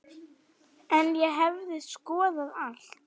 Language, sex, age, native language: Icelandic, female, 9, Icelandic